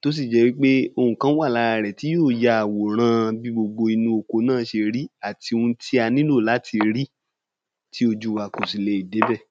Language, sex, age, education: Yoruba, male, 15-29, tertiary